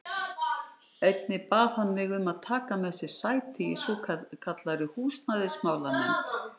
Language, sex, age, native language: Icelandic, female, 60-69, Icelandic